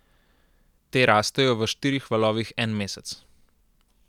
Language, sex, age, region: Slovenian, male, 18-29, Central Slovenia